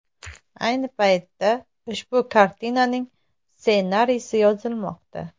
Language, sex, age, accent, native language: Uzbek, female, 25-34, Namangan, Uzbek